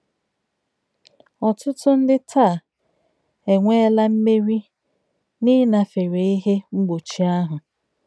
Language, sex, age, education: Igbo, female, 30-45, tertiary